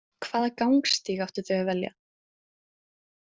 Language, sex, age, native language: Icelandic, female, 20-29, Icelandic